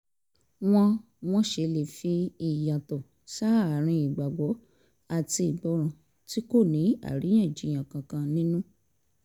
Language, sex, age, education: Yoruba, female, 30-45, tertiary